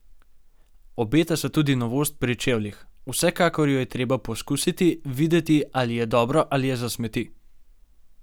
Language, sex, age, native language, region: Slovenian, male, 18-29, Slovenian, Gorenjska region